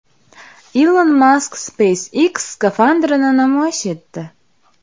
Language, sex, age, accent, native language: Uzbek, female, 18-24, Andijon, Uzbek